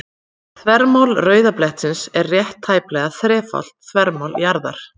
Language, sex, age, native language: Icelandic, female, 40-49, Icelandic